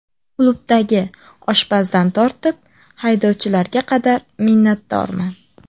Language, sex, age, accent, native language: Uzbek, female, 18-24, Samarqand, Uzbek